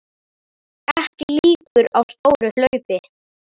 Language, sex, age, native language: Icelandic, male, 18-19, Icelandic